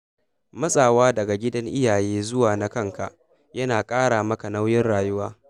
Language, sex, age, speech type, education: Hausa, male, 15-29, read, secondary